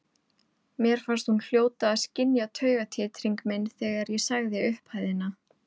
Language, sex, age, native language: Icelandic, female, 20-29, Icelandic